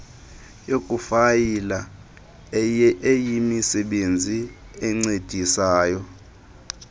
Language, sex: Xhosa, male